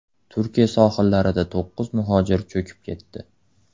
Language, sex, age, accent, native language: Uzbek, male, 18-24, Andijon, Uzbek